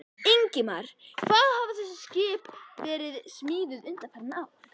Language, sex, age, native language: Icelandic, male, 11, Icelandic